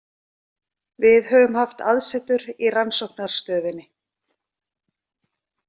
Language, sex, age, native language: Icelandic, female, 40-49, Icelandic